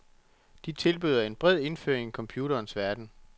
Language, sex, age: Danish, male, 34